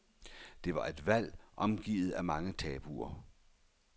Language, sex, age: Danish, male, 51